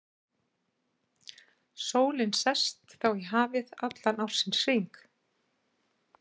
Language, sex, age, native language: Icelandic, female, 60-69, Icelandic